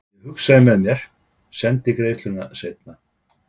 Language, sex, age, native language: Icelandic, male, 50-59, Icelandic